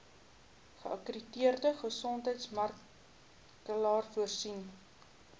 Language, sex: Afrikaans, female